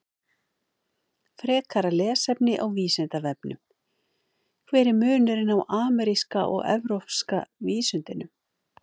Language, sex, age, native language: Icelandic, female, 50-59, Icelandic